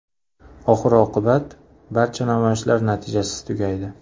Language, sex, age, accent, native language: Uzbek, male, 25-34, Andijon, Uzbek